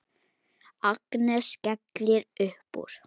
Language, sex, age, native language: Icelandic, male, 8, Icelandic